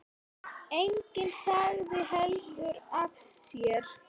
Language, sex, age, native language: Icelandic, male, 8, Icelandic